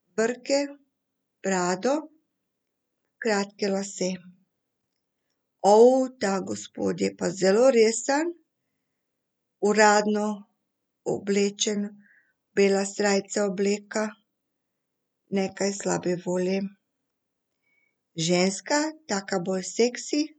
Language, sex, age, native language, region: Slovenian, female, 50-59, Serbian, Central Slovenia